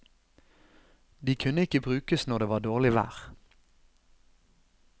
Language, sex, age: Norwegian, male, 32